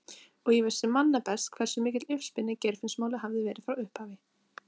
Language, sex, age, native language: Icelandic, female, 30-39, Icelandic